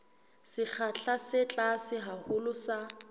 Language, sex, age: Southern Sotho, female, 21